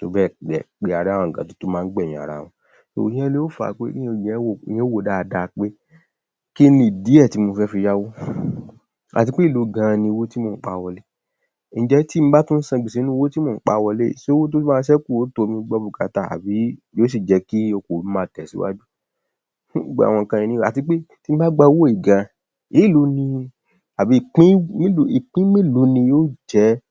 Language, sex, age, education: Yoruba, male, 30-45, tertiary